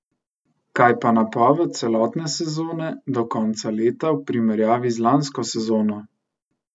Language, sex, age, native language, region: Slovenian, male, 18-29, Slovenian, Central Slovenia